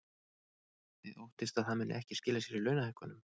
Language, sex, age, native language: Icelandic, male, 30-39, Icelandic